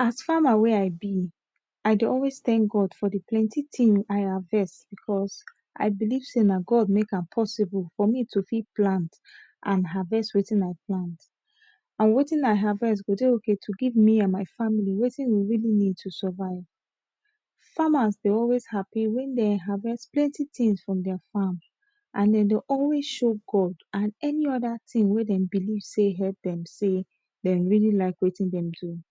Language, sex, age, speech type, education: Nigerian Pidgin, female, 15-29, spontaneous, tertiary